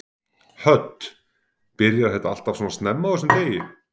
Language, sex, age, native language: Icelandic, male, 40-49, Icelandic